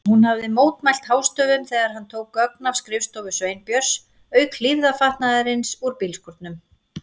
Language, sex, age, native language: Icelandic, female, 40-49, Icelandic